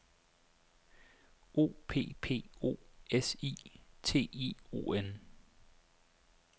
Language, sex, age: Danish, male, 25